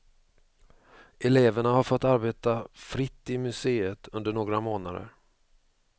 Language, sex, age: Swedish, male, 45